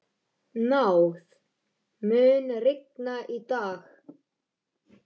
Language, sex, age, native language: Icelandic, male, 13, Icelandic